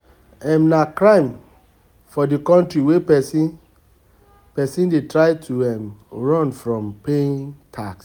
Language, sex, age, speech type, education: Nigerian Pidgin, male, 30-45, spontaneous, tertiary